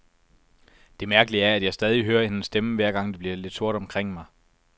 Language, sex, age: Danish, male, 24